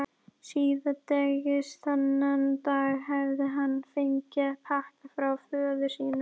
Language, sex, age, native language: Icelandic, female, 11, Icelandic